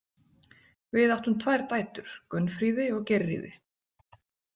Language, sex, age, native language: Icelandic, female, 18-19, Icelandic